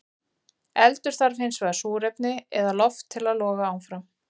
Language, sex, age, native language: Icelandic, female, 40-49, Icelandic